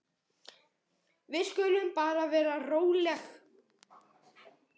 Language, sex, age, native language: Icelandic, male, 10, Icelandic